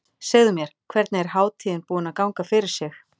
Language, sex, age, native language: Icelandic, female, 40-49, Icelandic